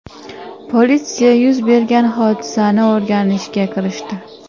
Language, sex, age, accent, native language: Uzbek, female, 18-24, Samarqand, Uzbek